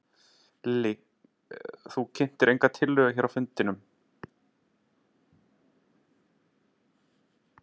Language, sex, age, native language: Icelandic, male, 30-39, Icelandic